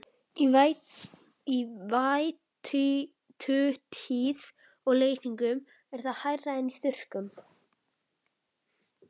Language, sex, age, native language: Icelandic, male, 11, Icelandic